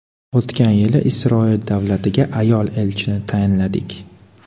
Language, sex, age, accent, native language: Uzbek, male, 18-24, Qoraqalpog'iston, Karakalpak